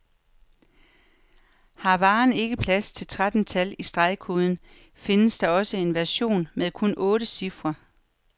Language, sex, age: Danish, female, 43